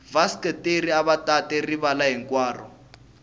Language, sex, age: Tsonga, male, 19